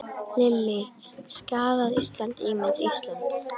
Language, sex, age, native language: Icelandic, female, 10, Icelandic